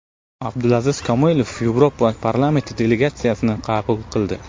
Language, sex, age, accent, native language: Uzbek, male, 18-24, Navoiy, Uzbek